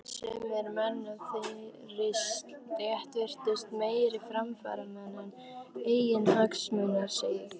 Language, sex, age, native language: Icelandic, female, 13, Icelandic